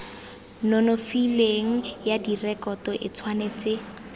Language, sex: Tswana, female